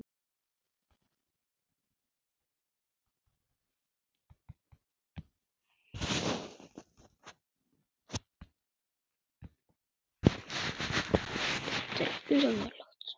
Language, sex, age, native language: Icelandic, male, 9, Icelandic